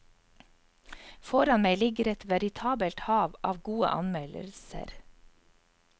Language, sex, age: Norwegian, female, 44